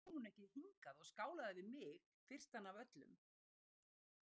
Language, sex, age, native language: Icelandic, female, 60-69, Icelandic